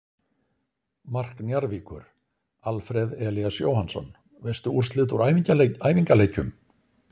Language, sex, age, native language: Icelandic, male, 60-69, Icelandic